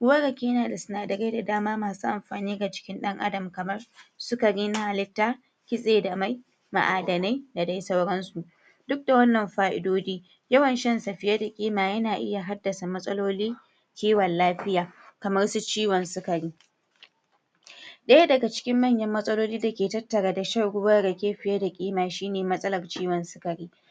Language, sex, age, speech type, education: Hausa, female, 46-60, spontaneous, tertiary